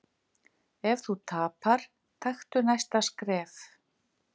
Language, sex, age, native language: Icelandic, female, 50-59, Icelandic